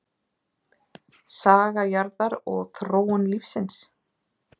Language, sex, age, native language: Icelandic, female, 30-39, Icelandic